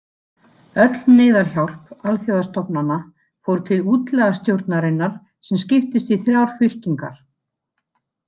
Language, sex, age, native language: Icelandic, female, 50-59, Icelandic